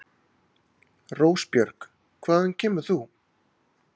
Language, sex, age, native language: Icelandic, male, 30-39, Icelandic